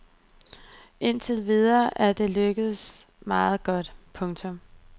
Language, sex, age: Danish, female, 23